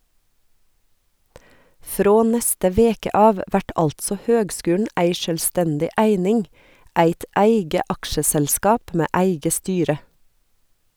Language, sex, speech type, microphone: Norwegian, female, read, Sennheiser